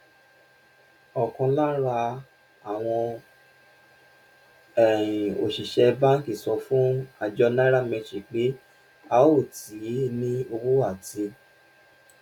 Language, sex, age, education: Yoruba, male, 15-29, tertiary